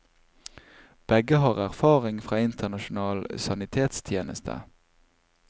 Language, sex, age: Norwegian, male, 24